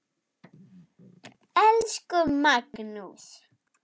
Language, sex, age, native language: Icelandic, male, 9, Icelandic